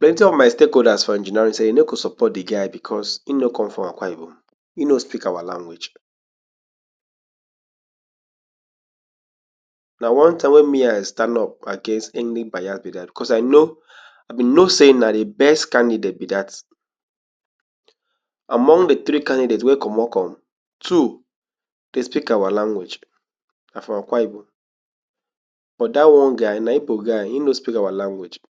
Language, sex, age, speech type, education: Nigerian Pidgin, male, 15-29, spontaneous, tertiary